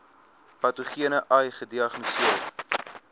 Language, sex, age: Afrikaans, male, 22